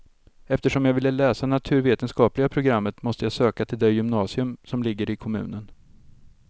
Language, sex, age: Swedish, male, 32